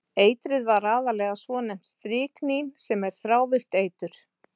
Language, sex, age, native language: Icelandic, female, 40-49, Icelandic